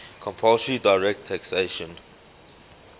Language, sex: English, male